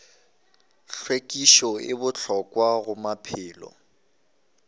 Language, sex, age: Northern Sotho, male, 19